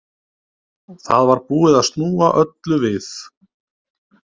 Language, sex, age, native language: Icelandic, male, 30-39, Icelandic